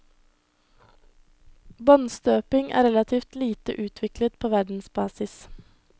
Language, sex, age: Norwegian, female, 21